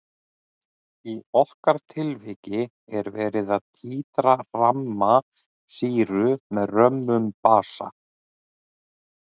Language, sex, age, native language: Icelandic, male, 30-39, Icelandic